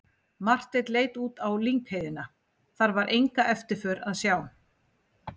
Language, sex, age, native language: Icelandic, female, 40-49, Icelandic